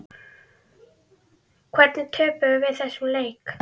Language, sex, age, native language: Icelandic, female, 9, Icelandic